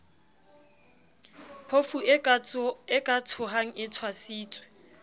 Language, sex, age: Southern Sotho, female, 29